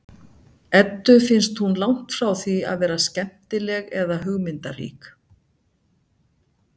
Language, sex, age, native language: Icelandic, female, 60-69, Icelandic